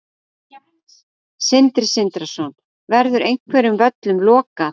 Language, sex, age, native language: Icelandic, female, 40-49, Icelandic